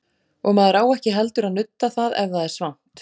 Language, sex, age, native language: Icelandic, female, 40-49, Icelandic